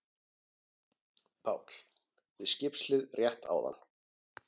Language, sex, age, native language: Icelandic, male, 40-49, Icelandic